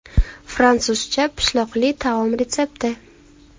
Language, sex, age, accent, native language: Uzbek, female, 19-29, Farg'ona, Uzbek